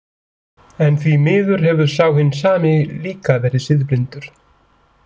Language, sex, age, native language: Icelandic, male, 40-49, Icelandic